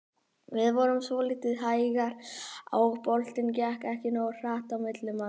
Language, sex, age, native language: Icelandic, male, 18-19, Icelandic